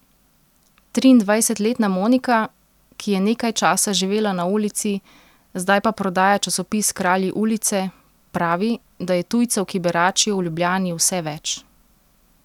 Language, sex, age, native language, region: Slovenian, female, 30-49, Slovenian, Central Slovenia